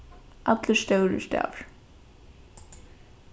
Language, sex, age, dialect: Faroese, female, 15-35, Norðuroyggjar